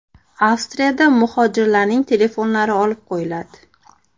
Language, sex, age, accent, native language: Uzbek, female, 25-34, Andijon, Uzbek